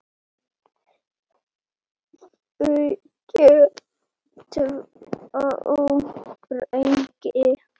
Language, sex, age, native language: Icelandic, male, 8, Icelandic